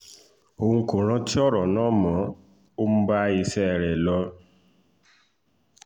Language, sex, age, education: Yoruba, male, 15-29, tertiary